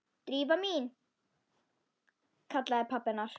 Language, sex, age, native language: Icelandic, female, 10, Icelandic